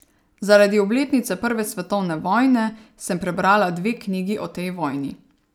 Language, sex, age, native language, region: Slovenian, female, 30-49, Slovenian, Savinja region